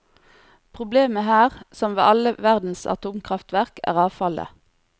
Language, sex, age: Norwegian, female, 40